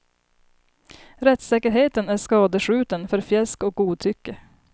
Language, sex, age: Swedish, female, 30